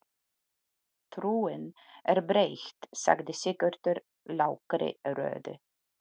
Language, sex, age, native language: Icelandic, female, 40-49, Polish